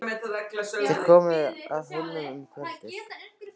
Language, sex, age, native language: Icelandic, male, 13, Icelandic